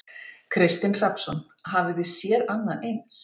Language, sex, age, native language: Icelandic, female, 40-49, Icelandic